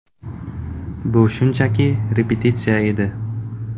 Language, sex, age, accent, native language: Uzbek, male, 18-24, Qashqadaryo, Uzbek